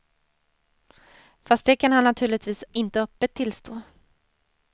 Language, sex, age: Swedish, female, 30